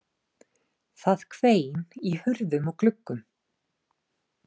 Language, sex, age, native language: Icelandic, female, 30-39, Icelandic